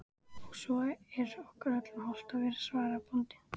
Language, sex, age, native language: Icelandic, female, 14, Icelandic